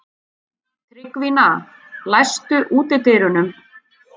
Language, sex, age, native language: Icelandic, female, 30-39, Icelandic